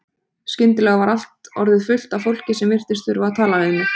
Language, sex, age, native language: Icelandic, female, 30-39, Icelandic